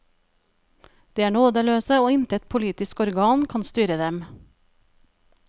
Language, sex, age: Norwegian, female, 37